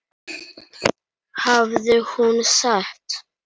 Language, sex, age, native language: Icelandic, male, 9, Icelandic